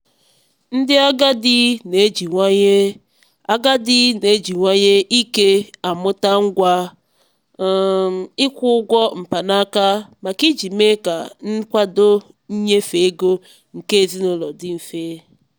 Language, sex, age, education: Igbo, female, 15-29, tertiary